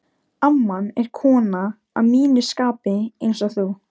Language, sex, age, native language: Icelandic, female, 13, Icelandic